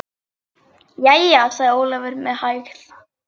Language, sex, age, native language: Icelandic, female, 8, Icelandic